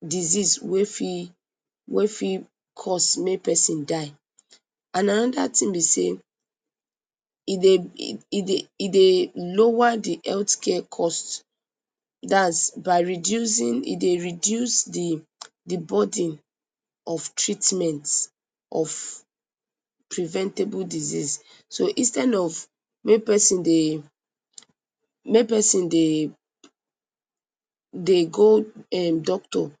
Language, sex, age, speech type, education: Nigerian Pidgin, female, 30-45, spontaneous, tertiary